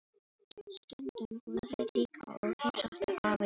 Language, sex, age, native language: Icelandic, female, 18-19, Filipino